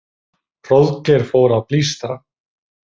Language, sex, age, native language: Icelandic, male, 30-39, Icelandic